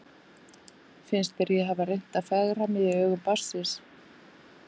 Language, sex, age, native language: Icelandic, female, 50-59, Icelandic